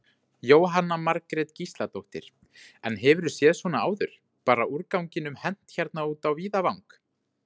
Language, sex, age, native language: Icelandic, male, 20-29, Icelandic